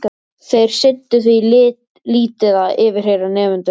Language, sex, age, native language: Icelandic, male, 13, Icelandic